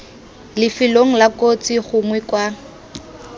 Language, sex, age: Tswana, female, 19